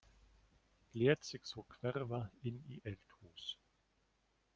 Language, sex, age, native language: Icelandic, male, 40-49, German